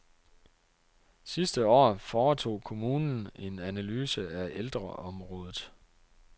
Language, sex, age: Danish, male, 30